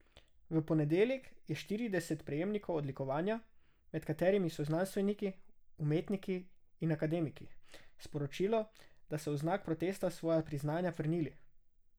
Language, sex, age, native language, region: Slovenian, male, 18-29, Slovenian, Drava region